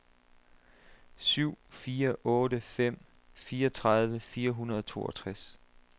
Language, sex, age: Danish, male, 27